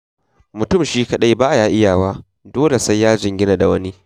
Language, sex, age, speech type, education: Hausa, male, 15-29, read, secondary